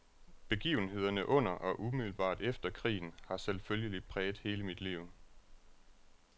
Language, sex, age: Danish, male, 36